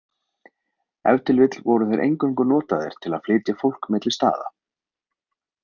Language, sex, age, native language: Icelandic, male, 20-29, Icelandic